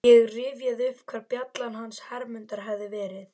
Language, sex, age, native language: Icelandic, female, 12, Icelandic